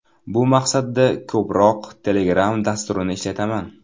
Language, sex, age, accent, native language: Uzbek, male, under 19, Toshkent viloyati, Uzbek